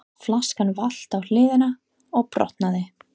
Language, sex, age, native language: Icelandic, female, 30-39, English